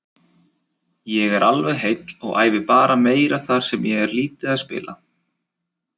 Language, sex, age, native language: Icelandic, male, 20-29, Icelandic